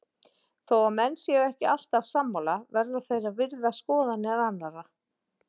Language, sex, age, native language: Icelandic, female, 40-49, Icelandic